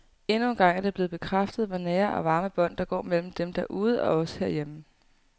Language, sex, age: Danish, female, 18